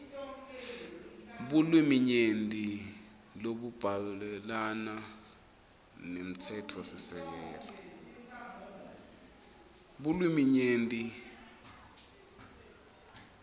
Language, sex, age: Swati, male, 23